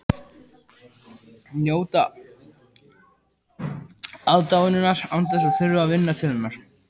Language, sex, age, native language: Icelandic, male, 14, Icelandic